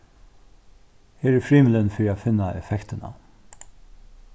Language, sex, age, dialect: Faroese, male, 36-60, Norðurstreymoy/Eysturoy